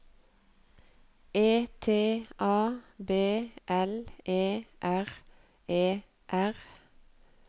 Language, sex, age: Norwegian, female, 48